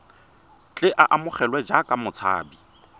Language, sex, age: Tswana, male, 23